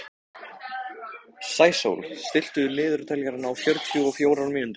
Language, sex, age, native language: Icelandic, male, 14, Icelandic